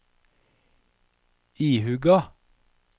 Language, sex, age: Norwegian, male, 57